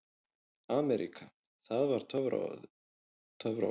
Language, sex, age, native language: Icelandic, male, 20-29, Icelandic